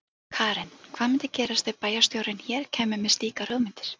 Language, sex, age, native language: Icelandic, female, 40-49, Icelandic